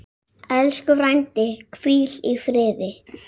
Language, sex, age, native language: Icelandic, female, 7, Icelandic